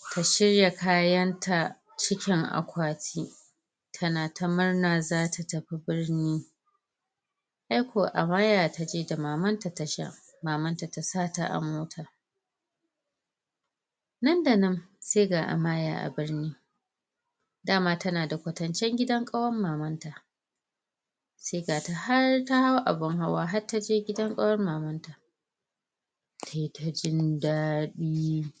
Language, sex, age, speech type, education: Hausa, female, 30-45, spontaneous, tertiary